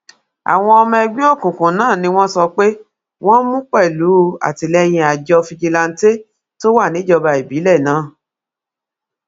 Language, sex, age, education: Yoruba, female, 46-60, tertiary